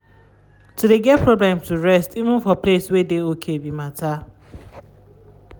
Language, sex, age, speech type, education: Nigerian Pidgin, female, 15-29, spontaneous, tertiary